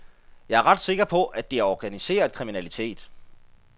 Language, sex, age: Danish, male, 33